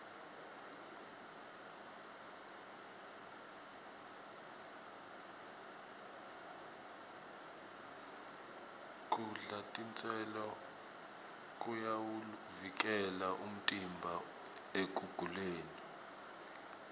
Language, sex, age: Swati, male, 25